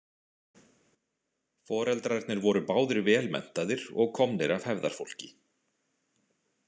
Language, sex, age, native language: Icelandic, male, 40-49, Icelandic